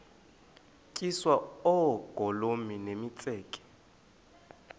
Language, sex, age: Xhosa, male, 20